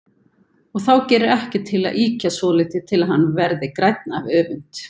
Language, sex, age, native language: Icelandic, female, 50-59, Icelandic